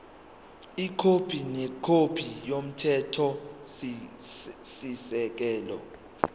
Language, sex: Zulu, male